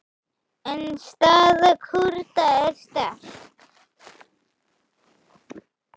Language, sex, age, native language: Icelandic, female, 7, Icelandic